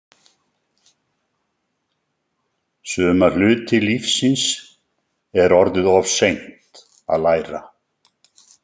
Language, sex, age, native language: Icelandic, male, 70-79, Icelandic